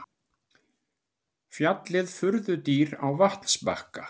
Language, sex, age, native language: Icelandic, male, 60-69, Icelandic